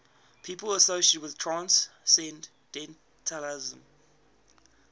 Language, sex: English, male